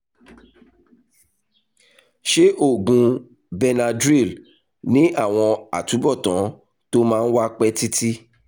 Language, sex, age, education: Yoruba, male, 30-45, tertiary